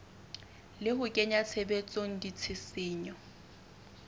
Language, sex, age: Southern Sotho, female, 21